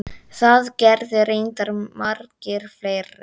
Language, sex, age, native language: Icelandic, male, 10, Icelandic